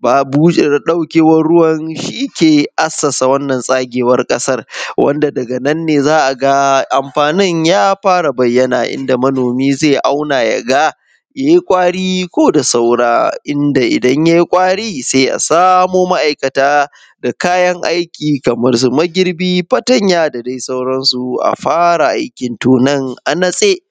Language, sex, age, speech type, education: Hausa, male, 15-29, spontaneous, secondary